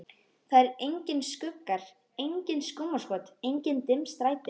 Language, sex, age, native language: Icelandic, female, 13, Icelandic